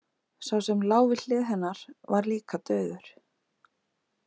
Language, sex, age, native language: Icelandic, female, 30-39, Icelandic